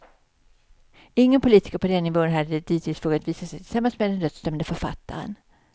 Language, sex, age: Swedish, female, 55